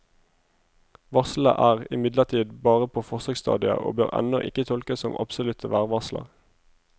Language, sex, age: Norwegian, male, 25